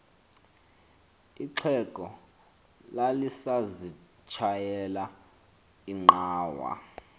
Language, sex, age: Xhosa, male, 23